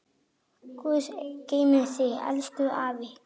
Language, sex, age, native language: Icelandic, male, 9, Icelandic